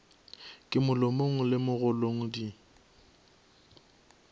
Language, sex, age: Northern Sotho, male, 24